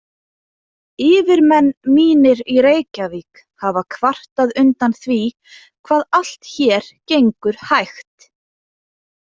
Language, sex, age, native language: Icelandic, female, 20-29, Icelandic